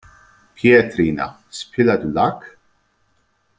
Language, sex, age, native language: Icelandic, male, 30-39, Icelandic